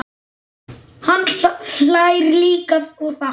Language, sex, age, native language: Icelandic, male, 9, Icelandic